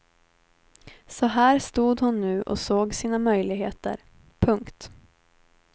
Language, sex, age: Swedish, female, 19